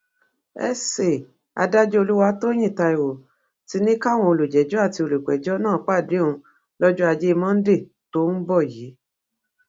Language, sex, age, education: Yoruba, female, 46-60, tertiary